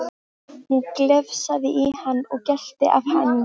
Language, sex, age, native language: Icelandic, female, 13, Icelandic